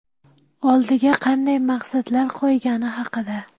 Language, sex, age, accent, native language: Uzbek, female, 12-17, Jizzax, Uzbek